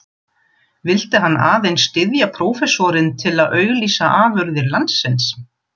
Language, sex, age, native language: Icelandic, female, 40-49, German